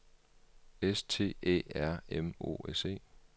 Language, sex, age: Danish, male, 38